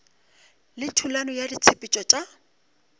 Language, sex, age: Northern Sotho, female, 35